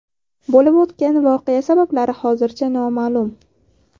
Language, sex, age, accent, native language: Uzbek, female, 18-24, Samarqand, Uzbek